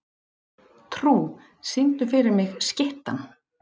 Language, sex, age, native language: Icelandic, female, 30-39, Icelandic